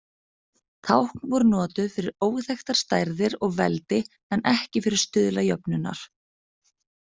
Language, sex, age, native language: Icelandic, female, 30-39, Icelandic